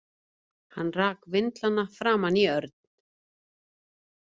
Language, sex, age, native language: Icelandic, female, 50-59, Icelandic